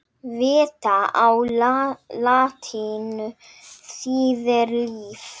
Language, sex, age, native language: Icelandic, female, 9, Icelandic